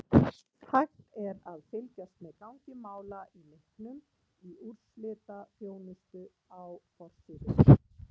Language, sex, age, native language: Icelandic, female, 40-49, Icelandic